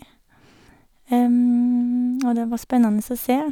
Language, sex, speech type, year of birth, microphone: Norwegian, female, spontaneous, 1978, Sennheiser